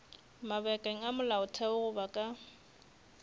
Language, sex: Northern Sotho, female